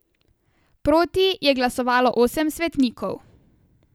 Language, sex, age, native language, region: Slovenian, female, 18-29, Slovenian, Savinja region